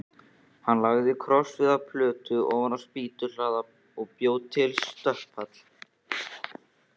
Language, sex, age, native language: Icelandic, female, 14, Icelandic